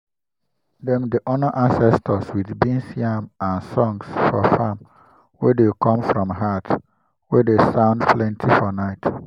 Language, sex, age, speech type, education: Nigerian Pidgin, male, 15-29, spontaneous, tertiary